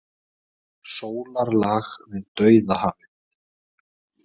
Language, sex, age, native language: Icelandic, male, 20-29, Icelandic